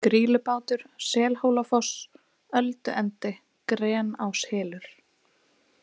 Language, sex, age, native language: Icelandic, female, 20-29, Icelandic